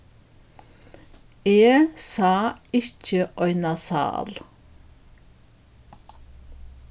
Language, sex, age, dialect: Faroese, female, 61+, Norðuroyggjar